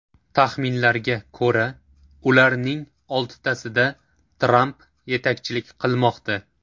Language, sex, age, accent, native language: Uzbek, male, 18-24, Toshkent shahri, Uzbek